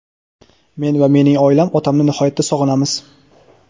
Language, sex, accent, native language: Uzbek, male, Toshkent viloyati, Uzbek